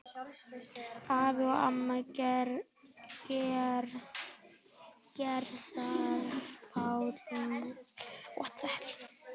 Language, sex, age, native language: Icelandic, male, 11, Icelandic